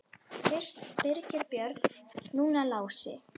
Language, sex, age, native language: Icelandic, female, 10, Icelandic